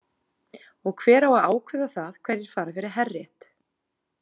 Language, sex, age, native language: Icelandic, female, 40-49, Icelandic